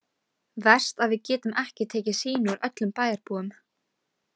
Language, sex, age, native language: Icelandic, female, 18-19, Icelandic